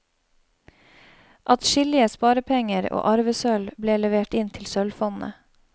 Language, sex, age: Norwegian, female, 31